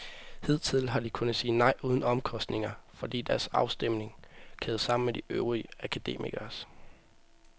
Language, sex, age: Danish, male, 18